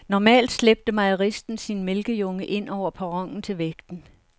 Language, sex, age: Danish, female, 69